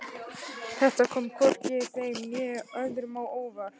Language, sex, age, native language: Icelandic, male, 12, Icelandic